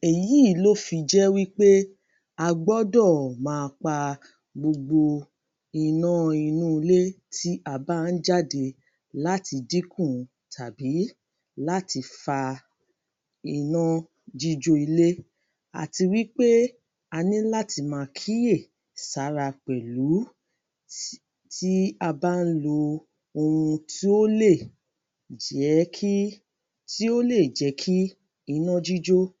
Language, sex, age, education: Yoruba, female, 30-45, tertiary